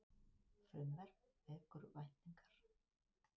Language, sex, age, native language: Icelandic, female, 50-59, Icelandic